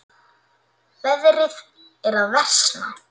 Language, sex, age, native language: Icelandic, male, 8, Icelandic